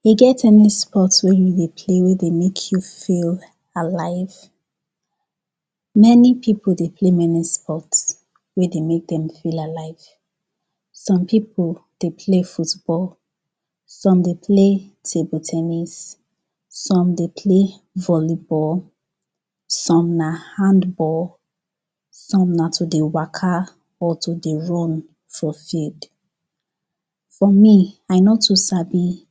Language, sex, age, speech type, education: Nigerian Pidgin, female, 15-29, spontaneous, tertiary